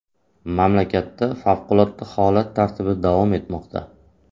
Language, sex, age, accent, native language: Uzbek, male, 25-34, Qashqadaryo, Uzbek